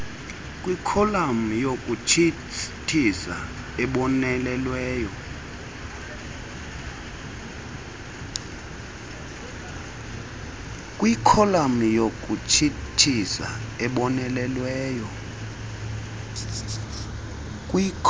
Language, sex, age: Xhosa, male, 32